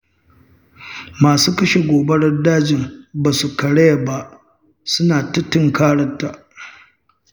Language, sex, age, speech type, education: Hausa, male, 60+, read, tertiary